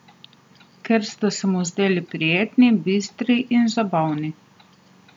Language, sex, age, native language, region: Slovenian, female, 30-49, Slovenian, Southeast Slovenia